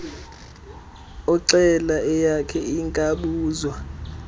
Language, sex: Xhosa, male